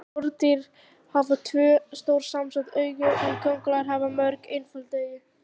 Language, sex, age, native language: Icelandic, female, 18-19, Icelandic